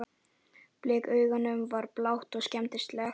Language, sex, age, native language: Icelandic, male, 11, Icelandic